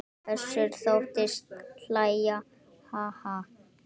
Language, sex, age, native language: Icelandic, male, 9, Icelandic